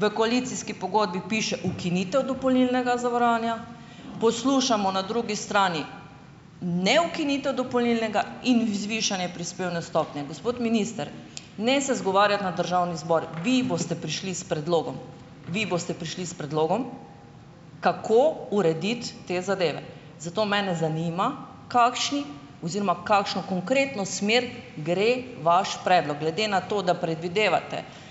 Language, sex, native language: Slovenian, female, Slovenian